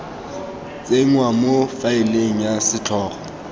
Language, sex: Tswana, male